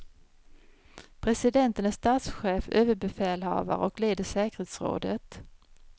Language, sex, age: Swedish, female, 53